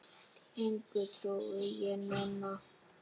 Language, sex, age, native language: Icelandic, female, 8, Icelandic